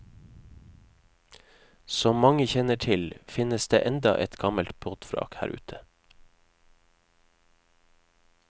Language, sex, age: Norwegian, male, 31